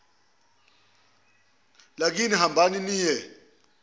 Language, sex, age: Zulu, male, 22